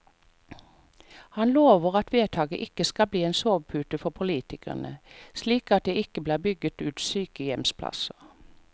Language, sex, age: Norwegian, female, 45